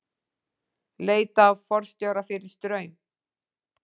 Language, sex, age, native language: Icelandic, female, 40-49, Icelandic